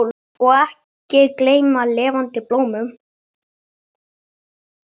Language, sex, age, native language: Icelandic, male, 8, Icelandic